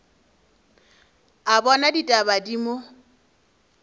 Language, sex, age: Northern Sotho, female, 23